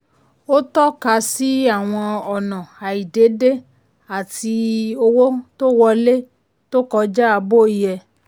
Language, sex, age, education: Yoruba, female, 30-45, tertiary